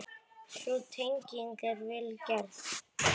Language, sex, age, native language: Icelandic, male, 9, Icelandic